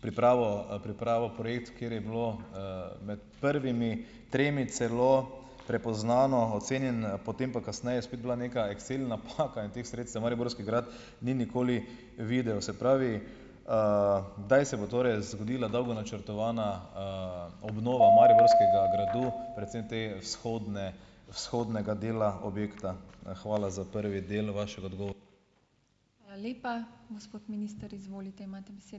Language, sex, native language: Slovenian, male, Slovenian